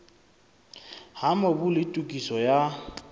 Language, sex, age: Southern Sotho, male, 26